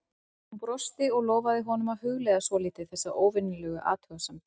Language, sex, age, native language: Icelandic, female, 40-49, Icelandic